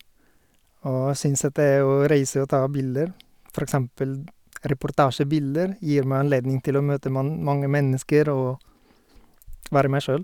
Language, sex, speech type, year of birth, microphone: Norwegian, male, spontaneous, 1972, Sennheiser